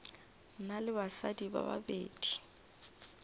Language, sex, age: Northern Sotho, female, 24